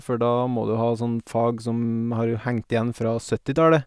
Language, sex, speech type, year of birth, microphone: Norwegian, male, spontaneous, 1989, Sennheiser